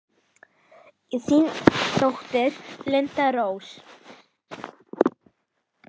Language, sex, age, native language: Icelandic, female, 10, Icelandic